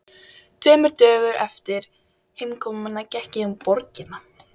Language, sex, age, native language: Icelandic, female, 12, Icelandic